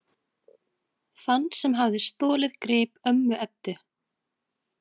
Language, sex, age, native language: Icelandic, female, 20-29, Icelandic